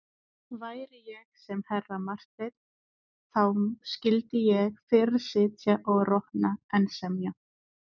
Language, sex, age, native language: Icelandic, female, 20-29, Icelandic